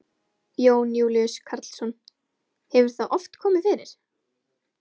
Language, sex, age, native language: Icelandic, female, 17, Icelandic